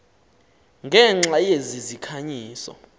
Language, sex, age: Xhosa, male, 19